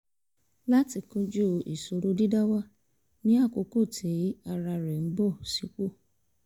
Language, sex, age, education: Yoruba, female, 30-45, tertiary